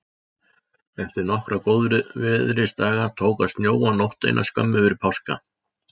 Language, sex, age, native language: Icelandic, male, 60-69, Icelandic